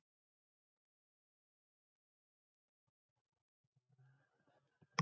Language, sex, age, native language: Icelandic, other, 60-69, Icelandic